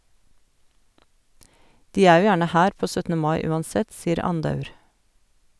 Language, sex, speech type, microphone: Norwegian, female, read, Sennheiser